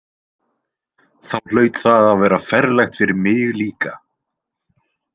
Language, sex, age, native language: Icelandic, male, 20-29, Icelandic